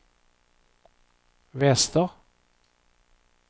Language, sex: Swedish, male